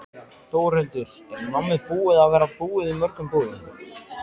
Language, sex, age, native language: Icelandic, male, 14, Icelandic